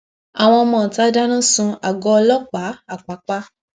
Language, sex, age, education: Yoruba, female, 15-29, tertiary